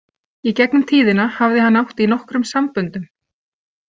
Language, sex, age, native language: Icelandic, female, 30-39, Icelandic